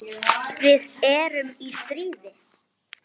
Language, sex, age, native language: Icelandic, male, 9, Icelandic